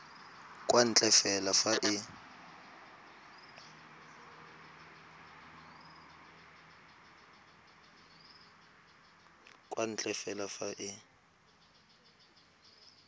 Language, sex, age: Tswana, male, 22